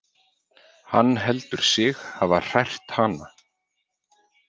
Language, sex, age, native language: Icelandic, male, 30-39, Icelandic